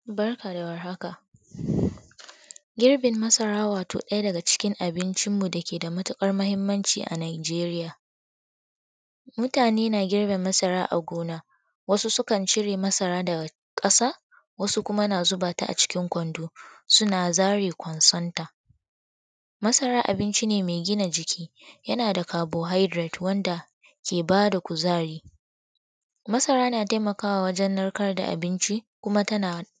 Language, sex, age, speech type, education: Hausa, female, 15-29, spontaneous, tertiary